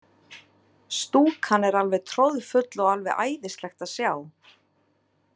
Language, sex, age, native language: Icelandic, female, 30-39, Icelandic